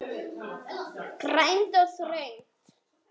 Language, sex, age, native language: Icelandic, male, 10, Icelandic